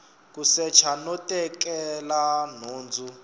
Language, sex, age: Tsonga, male, 25